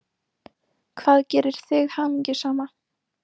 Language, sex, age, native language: Icelandic, female, 18-19, Icelandic